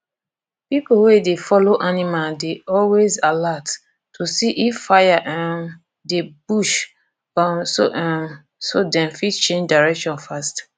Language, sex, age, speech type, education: Nigerian Pidgin, female, 15-29, spontaneous, tertiary